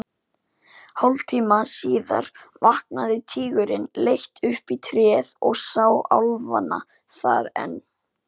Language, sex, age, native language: Icelandic, female, 40-49, Icelandic